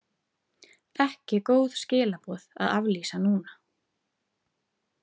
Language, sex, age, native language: Icelandic, female, 30-39, Icelandic